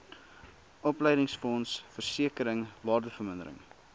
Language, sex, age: Afrikaans, male, 19